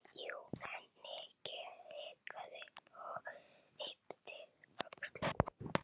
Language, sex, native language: Icelandic, male, Chinese